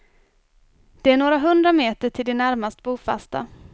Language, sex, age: Swedish, female, 24